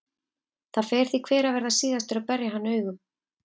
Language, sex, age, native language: Icelandic, female, 30-39, Icelandic